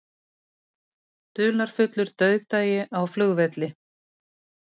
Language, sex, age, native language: Icelandic, female, 60-69, Icelandic